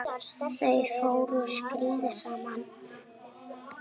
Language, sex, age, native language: Icelandic, female, 8, Icelandic